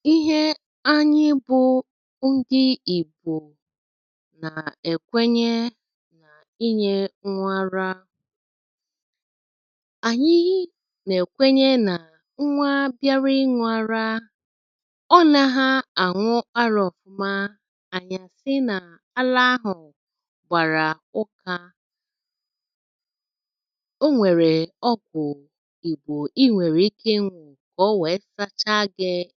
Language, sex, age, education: Igbo, female, 30-45, secondary